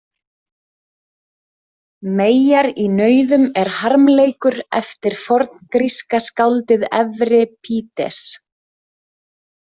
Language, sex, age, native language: Icelandic, female, 30-39, Icelandic